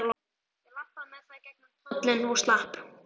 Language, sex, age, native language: Icelandic, male, 11, Icelandic